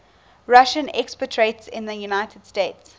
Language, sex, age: English, female, 19